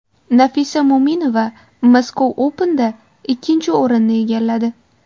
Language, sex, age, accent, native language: Uzbek, female, 18-24, Qashqadaryo, Uzbek